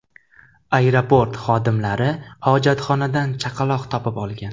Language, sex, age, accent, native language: Uzbek, male, 18-24, Toshkent viloyati, Uzbek